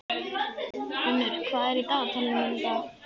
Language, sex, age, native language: Icelandic, male, 11, Icelandic